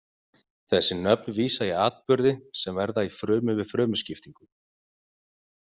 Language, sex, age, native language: Icelandic, male, 40-49, Icelandic